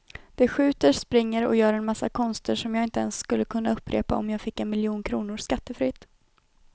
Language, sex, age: Swedish, female, 21